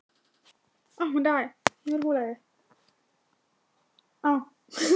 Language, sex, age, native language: Icelandic, female, 18-19, Thai